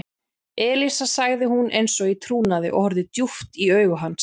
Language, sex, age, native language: Icelandic, female, 40-49, Icelandic